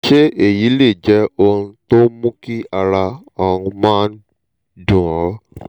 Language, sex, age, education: Yoruba, male, 15-29, tertiary